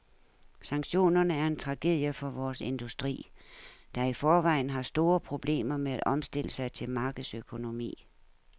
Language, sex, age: Danish, female, 69